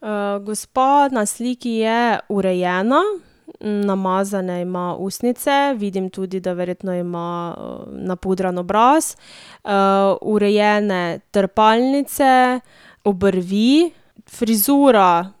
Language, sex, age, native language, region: Slovenian, female, 18-29, Slovenian, Drava region